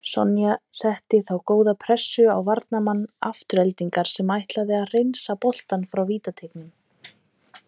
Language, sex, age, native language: Icelandic, female, 30-39, Icelandic